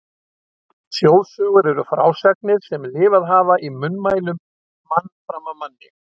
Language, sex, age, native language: Icelandic, male, 60-69, Icelandic